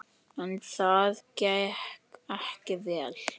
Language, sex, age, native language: Icelandic, male, 10, Icelandic